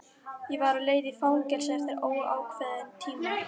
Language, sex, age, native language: Icelandic, female, 12, Icelandic